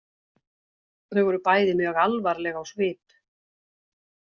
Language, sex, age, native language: Icelandic, female, 60-69, Icelandic